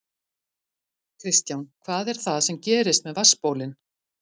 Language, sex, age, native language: Icelandic, female, 50-59, Icelandic